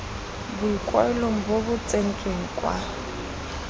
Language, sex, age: Tswana, female, 19